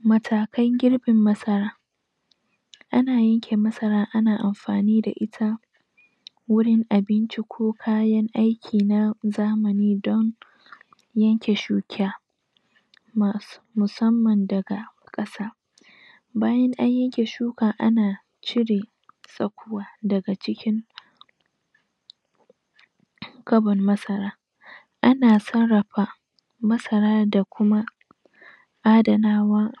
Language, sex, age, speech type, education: Hausa, female, 15-29, spontaneous, tertiary